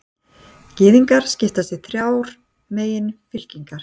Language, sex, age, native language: Icelandic, female, 60-69, Icelandic